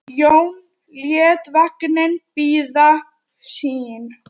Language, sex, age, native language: Icelandic, female, 9, Icelandic